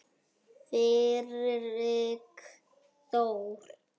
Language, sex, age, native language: Icelandic, male, 6, Icelandic